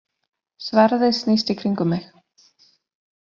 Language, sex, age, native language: Icelandic, female, 20-29, Icelandic